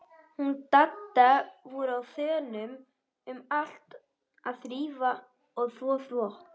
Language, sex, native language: Icelandic, female, Icelandic